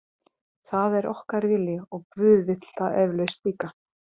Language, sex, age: Icelandic, female, 30-39